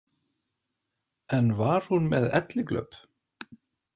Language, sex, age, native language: Icelandic, male, 40-49, Icelandic